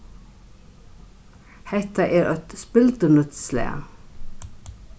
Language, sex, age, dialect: Faroese, female, 36-60, Norðurstreymoy/Eysturoy